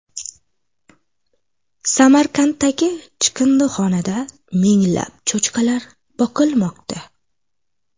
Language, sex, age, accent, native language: Uzbek, female, 18-24, Xorazm, Uzbek